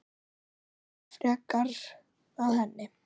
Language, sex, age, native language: Icelandic, female, 9, Icelandic